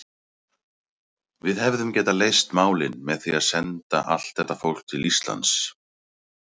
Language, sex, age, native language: Icelandic, male, 30-39, Icelandic